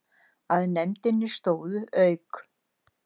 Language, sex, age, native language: Icelandic, female, 60-69, Icelandic